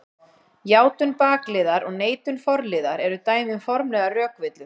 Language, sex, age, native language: Icelandic, female, 40-49, Icelandic